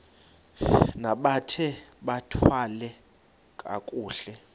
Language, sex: Xhosa, male